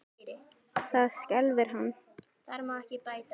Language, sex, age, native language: Icelandic, male, 10, Icelandic